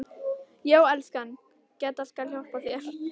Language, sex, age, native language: Icelandic, female, 11, Icelandic